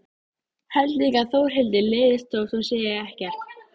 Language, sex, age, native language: Icelandic, female, 13, Icelandic